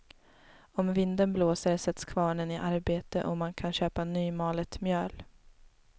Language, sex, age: Swedish, female, 19